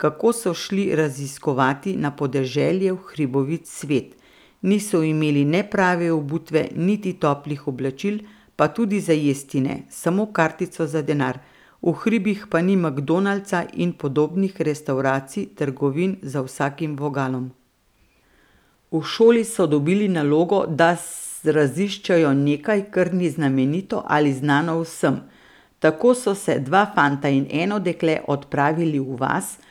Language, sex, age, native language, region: Slovenian, female, 50-59, Slovenian, Central Slovenia